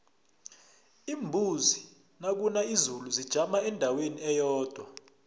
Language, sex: South Ndebele, male